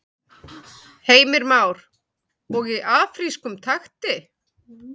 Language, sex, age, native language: Icelandic, male, 11, Icelandic